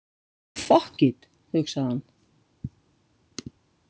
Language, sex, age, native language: Icelandic, female, 50-59, Icelandic